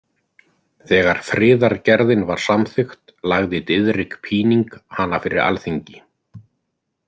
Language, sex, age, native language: Icelandic, male, 50-59, Icelandic